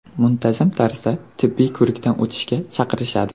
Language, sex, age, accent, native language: Uzbek, male, 18-24, Surxondaryo, Uzbek